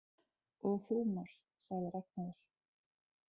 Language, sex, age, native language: Icelandic, female, 30-39, Icelandic